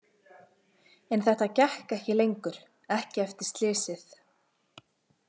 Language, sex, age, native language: Icelandic, female, 20-29, Icelandic